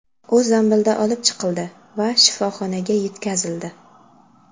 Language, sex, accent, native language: Uzbek, female, Qashqadaryo, Uzbek